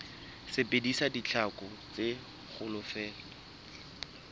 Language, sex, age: Southern Sotho, male, 21